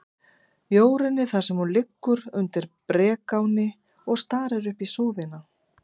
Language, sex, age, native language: Icelandic, female, 50-59, Icelandic